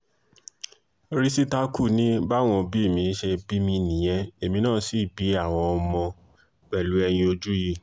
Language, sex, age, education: Yoruba, male, 15-29, tertiary